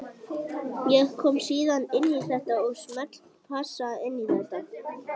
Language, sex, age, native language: Icelandic, male, 18-19, Icelandic